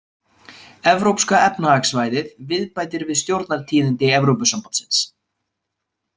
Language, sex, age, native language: Icelandic, male, 20-29, Icelandic